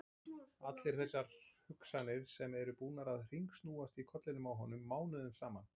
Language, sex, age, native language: Icelandic, male, 40-49, Icelandic